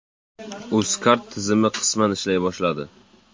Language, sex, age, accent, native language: Uzbek, male, 18-24, Toshkent shahri, Uzbek